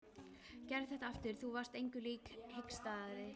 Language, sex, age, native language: Icelandic, female, 13, Icelandic